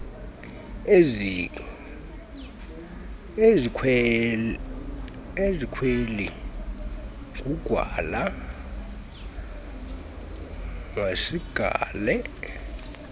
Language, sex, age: Xhosa, male, 32